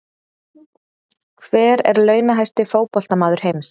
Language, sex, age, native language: Icelandic, female, 30-39, Icelandic